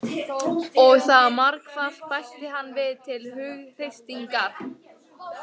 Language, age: Icelandic, 18-19